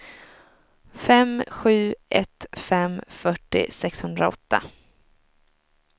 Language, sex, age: Swedish, female, 23